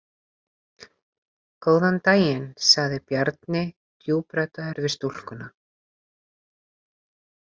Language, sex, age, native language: Icelandic, female, 30-39, Icelandic